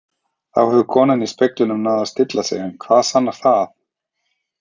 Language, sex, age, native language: Icelandic, male, 30-39, Icelandic